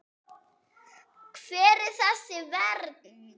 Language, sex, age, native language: Icelandic, female, 8, Icelandic